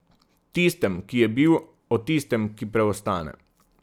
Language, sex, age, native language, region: Slovenian, male, 30-49, Slovenian, Southeast Slovenia